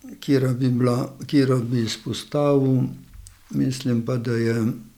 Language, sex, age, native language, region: Slovenian, male, 60+, Slovenian, Gorenjska region